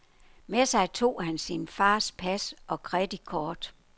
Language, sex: Danish, female